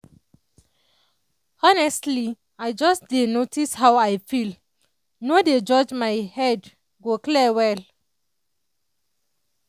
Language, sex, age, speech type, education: Nigerian Pidgin, female, 30-45, spontaneous, tertiary